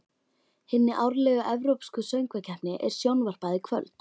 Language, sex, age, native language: Icelandic, female, 12, Icelandic